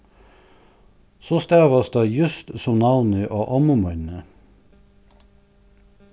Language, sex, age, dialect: Faroese, male, 61+, Suðurstreymoy